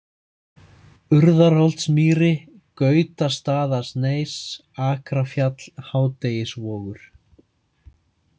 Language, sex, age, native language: Icelandic, male, 30-39, Icelandic